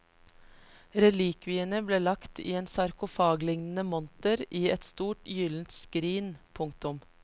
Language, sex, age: Norwegian, female, 33